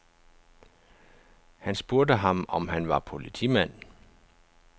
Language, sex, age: Danish, male, 49